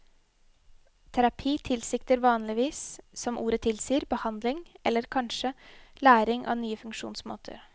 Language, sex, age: Norwegian, female, 21